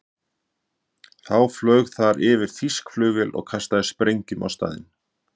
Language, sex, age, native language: Icelandic, male, 50-59, Icelandic